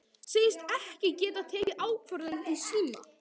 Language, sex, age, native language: Icelandic, male, 11, Icelandic